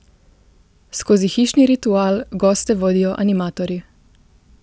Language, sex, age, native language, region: Slovenian, female, 18-29, Slovenian, Gorica region